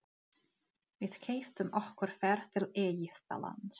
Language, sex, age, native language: Icelandic, female, 40-49, Czech